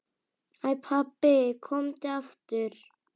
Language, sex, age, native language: Icelandic, female, 8, Icelandic